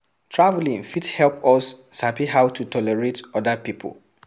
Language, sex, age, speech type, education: Nigerian Pidgin, male, 15-29, read, secondary